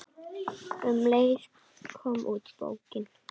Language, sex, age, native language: Icelandic, female, 10, Icelandic